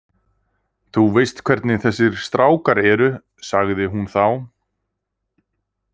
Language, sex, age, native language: Icelandic, male, 30-39, Icelandic